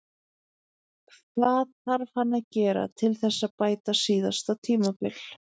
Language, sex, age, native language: Icelandic, female, 30-39, Icelandic